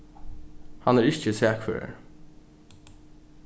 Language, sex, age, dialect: Faroese, male, 15-35, Norðuroyggjar